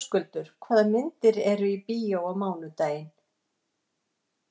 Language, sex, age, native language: Icelandic, female, 60-69, Icelandic